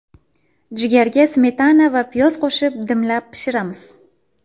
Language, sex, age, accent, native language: Uzbek, female, 18-24, Farg'ona, Uzbek